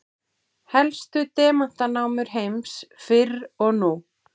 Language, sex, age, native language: Icelandic, female, 40-49, Icelandic